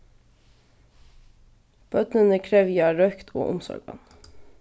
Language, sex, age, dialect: Faroese, female, 15-35, Vágar